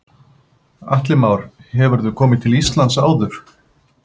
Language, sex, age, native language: Icelandic, male, 50-59, Icelandic